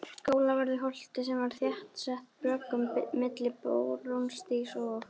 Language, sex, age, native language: Icelandic, female, 13, Icelandic